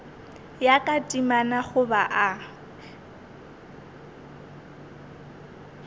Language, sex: Northern Sotho, female